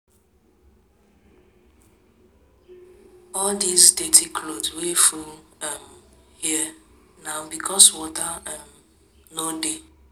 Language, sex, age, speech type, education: Nigerian Pidgin, female, 15-29, spontaneous, tertiary